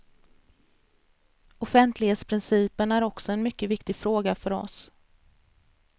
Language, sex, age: Swedish, female, 33